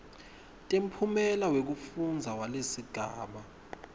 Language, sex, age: Swati, male, 19